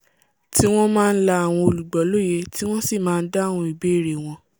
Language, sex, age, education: Yoruba, female, 15-29, tertiary